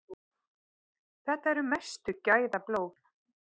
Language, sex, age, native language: Icelandic, female, 30-39, Icelandic